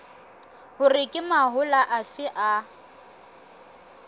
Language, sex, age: Southern Sotho, female, 23